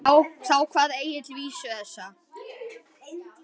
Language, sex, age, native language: Icelandic, male, 10, Icelandic